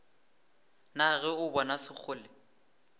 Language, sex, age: Northern Sotho, male, 18